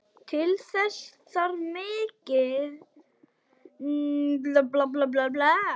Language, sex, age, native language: Icelandic, male, 8, Icelandic